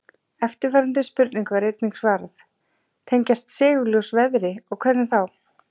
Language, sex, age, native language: Icelandic, female, 40-49, Icelandic